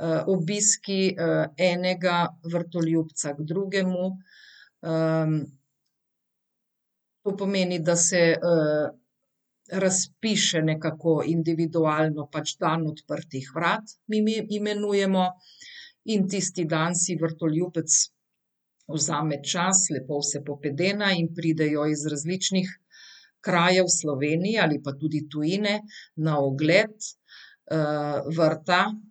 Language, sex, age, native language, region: Slovenian, female, 50-59, Slovenian, Central Slovenia